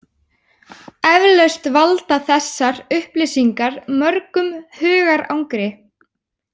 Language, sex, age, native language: Icelandic, female, 18-19, Icelandic